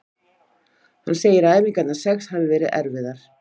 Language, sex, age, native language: Icelandic, female, 50-59, Icelandic